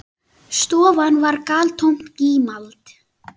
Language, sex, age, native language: Icelandic, male, 9, Icelandic